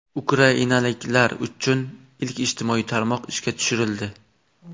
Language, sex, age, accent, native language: Uzbek, male, 18-24, Toshkent viloyati, Uzbek